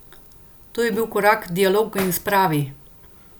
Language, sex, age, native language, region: Slovenian, female, 50-59, Slovenian, Central Slovenia